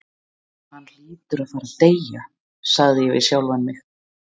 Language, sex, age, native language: Icelandic, female, 60-69, Icelandic